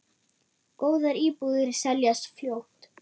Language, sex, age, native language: Icelandic, female, 9, German